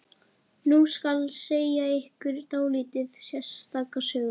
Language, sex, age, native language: Icelandic, female, 11, Icelandic